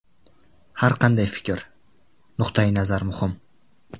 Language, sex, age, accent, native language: Uzbek, male, 18-24, Buxoro, Uzbek